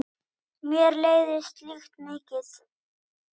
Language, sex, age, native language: Icelandic, male, 8, Icelandic